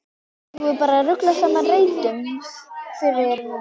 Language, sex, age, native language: Icelandic, female, 11, Icelandic